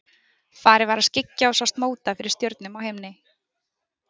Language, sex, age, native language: Icelandic, female, 20-29, Icelandic